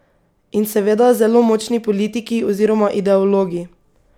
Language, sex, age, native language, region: Slovenian, female, 18-29, Slovenian, Pomurje region